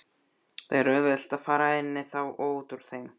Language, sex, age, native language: Icelandic, male, 12, Icelandic